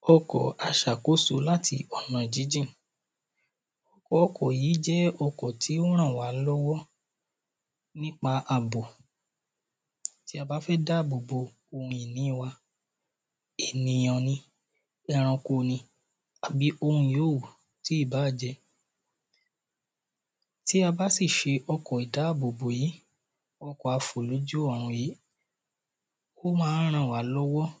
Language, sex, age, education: Yoruba, male, 30-45, primary